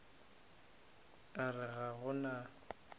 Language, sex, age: Northern Sotho, male, 22